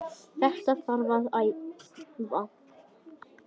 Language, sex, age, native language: Icelandic, male, 10, Icelandic